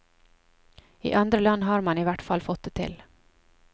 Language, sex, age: Norwegian, female, 27